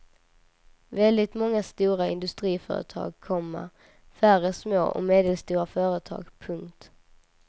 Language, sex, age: Swedish, female, 19